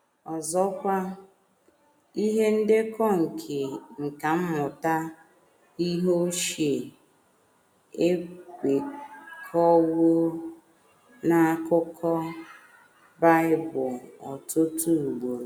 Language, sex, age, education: Igbo, female, 30-45, tertiary